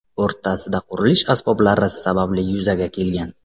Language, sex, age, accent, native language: Uzbek, male, 25-34, Samarqand, Uzbek